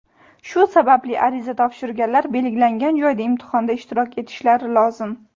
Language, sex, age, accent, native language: Uzbek, female, 18-24, Andijon, Uzbek